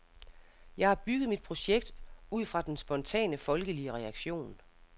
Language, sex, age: Danish, female, 60